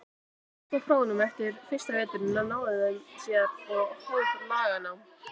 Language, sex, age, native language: Icelandic, female, 18-19, Icelandic